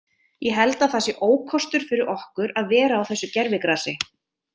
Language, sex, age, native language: Icelandic, female, 30-39, Icelandic